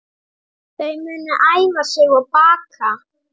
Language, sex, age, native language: Icelandic, female, 30-39, Icelandic